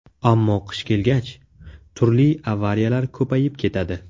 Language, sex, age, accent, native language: Uzbek, male, 18-24, Navoiy, Uzbek